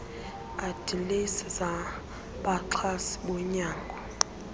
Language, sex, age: Xhosa, female, 24